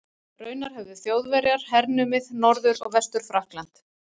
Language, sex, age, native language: Icelandic, female, 40-49, Icelandic